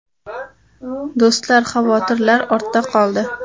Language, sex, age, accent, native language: Uzbek, female, 18-24, Samarqand, Uzbek